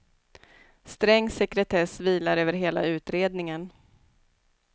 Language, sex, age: Swedish, female, 29